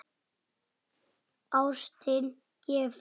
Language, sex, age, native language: Icelandic, female, 8, Icelandic